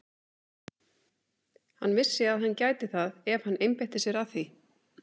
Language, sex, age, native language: Icelandic, female, 30-39, Icelandic